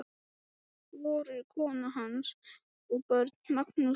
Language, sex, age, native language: Icelandic, male, 12, Icelandic